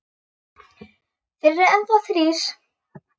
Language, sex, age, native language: Icelandic, female, 10, Icelandic